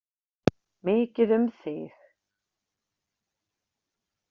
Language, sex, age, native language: Icelandic, female, 30-39, Icelandic